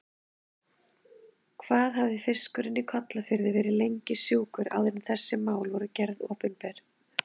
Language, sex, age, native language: Icelandic, female, 30-39, Icelandic